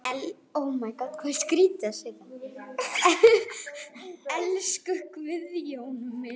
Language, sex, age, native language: Icelandic, female, 10, Icelandic